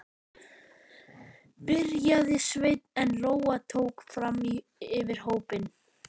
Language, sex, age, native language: Icelandic, male, 12, Icelandic